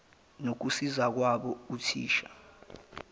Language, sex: Zulu, male